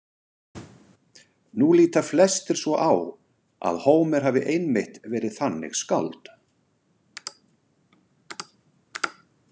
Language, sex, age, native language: Icelandic, male, 60-69, Icelandic